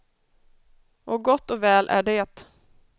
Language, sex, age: Swedish, female, 32